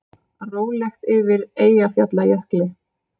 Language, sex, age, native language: Icelandic, female, 30-39, Icelandic